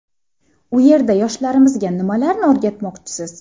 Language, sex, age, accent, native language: Uzbek, female, 18-24, Xorazm, Uzbek